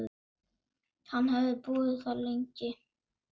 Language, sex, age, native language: Icelandic, male, 9, Icelandic